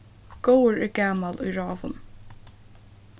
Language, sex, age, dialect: Faroese, female, 15-35, Suðurstreymoy